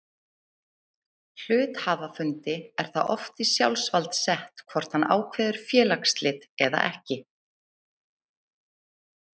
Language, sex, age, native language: Icelandic, female, 30-39, Icelandic